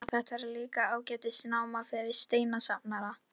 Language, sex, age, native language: Icelandic, female, 13, Icelandic